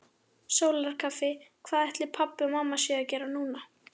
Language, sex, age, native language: Icelandic, female, 11, Icelandic